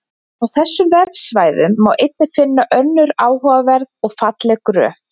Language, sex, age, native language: Icelandic, female, 20-29, Icelandic